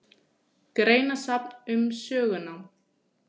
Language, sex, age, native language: Icelandic, female, 20-29, Icelandic